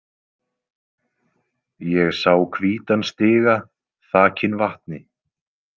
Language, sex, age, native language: Icelandic, male, 20-29, Icelandic